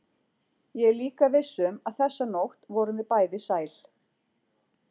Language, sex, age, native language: Icelandic, female, 40-49, Icelandic